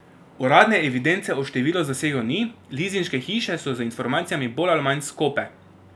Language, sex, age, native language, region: Slovenian, male, 18-29, Slovenian, Drava region